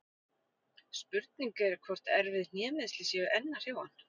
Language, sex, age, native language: Icelandic, female, 40-49, Icelandic